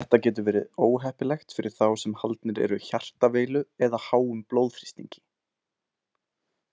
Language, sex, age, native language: Icelandic, male, 20-29, Icelandic